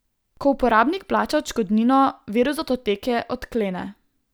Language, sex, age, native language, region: Slovenian, female, 18-29, Slovenian, Southeast Slovenia